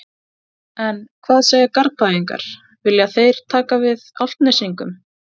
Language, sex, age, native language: Icelandic, female, 20-29, Icelandic